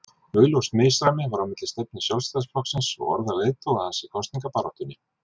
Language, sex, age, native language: Icelandic, male, 40-49, Icelandic